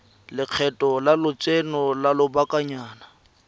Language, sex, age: Tswana, male, 23